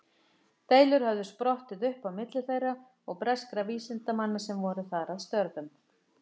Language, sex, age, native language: Icelandic, female, 50-59, Icelandic